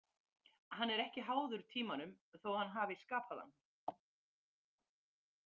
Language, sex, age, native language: Icelandic, female, 50-59, Icelandic